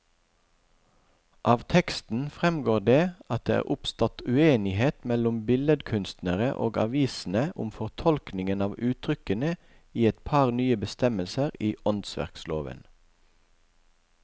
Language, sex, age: Norwegian, male, 41